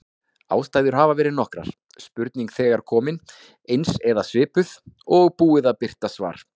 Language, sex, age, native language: Icelandic, male, 40-49, Icelandic